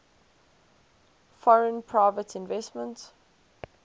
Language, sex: English, female